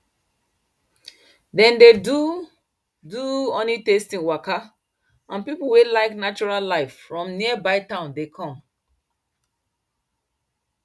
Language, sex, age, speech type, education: Nigerian Pidgin, female, 30-45, spontaneous, tertiary